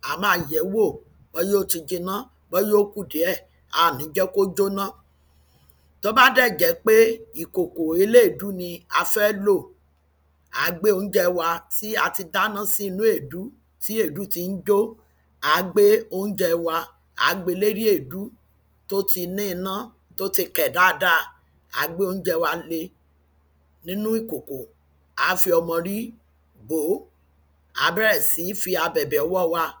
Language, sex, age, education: Yoruba, female, 46-60, tertiary